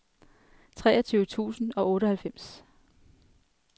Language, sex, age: Danish, female, 33